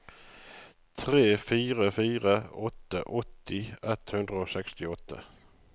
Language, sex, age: Norwegian, male, 35